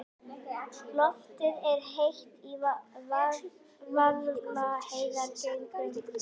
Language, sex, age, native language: Icelandic, female, 11, Icelandic